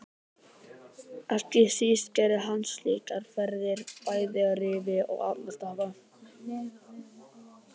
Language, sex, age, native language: Icelandic, male, 18-19, Icelandic